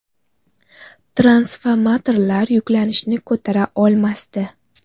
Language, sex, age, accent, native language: Uzbek, female, 18-24, Surxondaryo, Uzbek